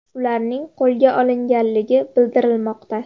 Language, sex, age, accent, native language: Uzbek, female, under 19, Farg'ona, Uzbek